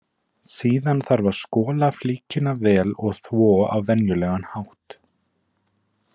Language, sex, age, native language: Icelandic, male, 20-29, Icelandic